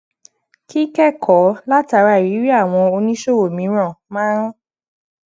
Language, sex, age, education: Yoruba, female, 15-29, secondary